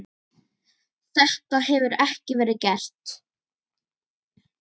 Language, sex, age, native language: Icelandic, female, 10, Icelandic